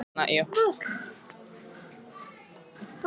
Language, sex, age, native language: Icelandic, female, 14, Icelandic